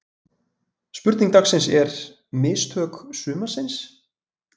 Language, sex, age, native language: Icelandic, male, 20-29, Icelandic